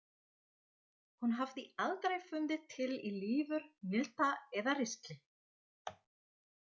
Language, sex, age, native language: Icelandic, female, 40-49, Dutch